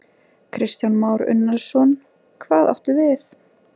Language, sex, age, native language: Icelandic, female, 20-29, Icelandic